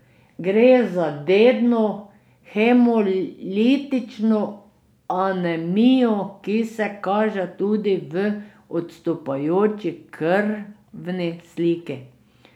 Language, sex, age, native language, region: Slovenian, female, 60+, Slovenian, Drava region